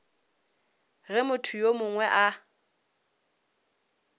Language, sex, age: Northern Sotho, female, 26